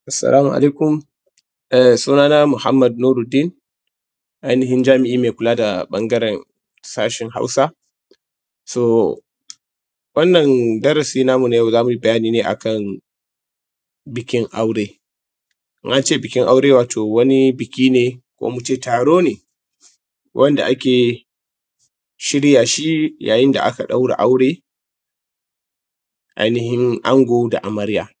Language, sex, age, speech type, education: Hausa, male, 15-29, spontaneous, tertiary